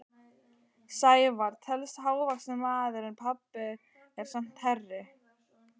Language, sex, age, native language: Icelandic, female, 12, Icelandic